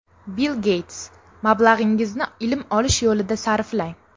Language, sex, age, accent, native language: Uzbek, female, 18-24, Namangan, Uzbek